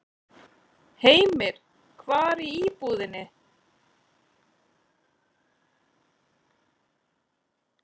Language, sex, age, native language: Icelandic, female, 40-49, Icelandic